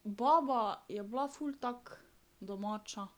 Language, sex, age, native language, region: Slovenian, female, 12-17, Slovenian, Drava region